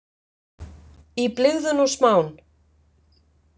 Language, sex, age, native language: Icelandic, female, 50-59, Icelandic